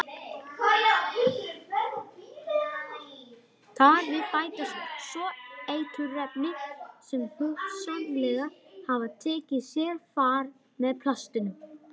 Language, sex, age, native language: Icelandic, female, 40-49, Icelandic